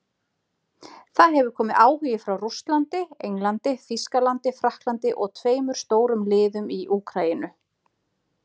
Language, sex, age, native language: Icelandic, female, 30-39, Icelandic